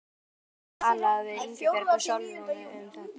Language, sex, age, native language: Icelandic, female, 12, Icelandic